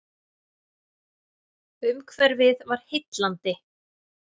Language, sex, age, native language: Icelandic, female, 30-39, Icelandic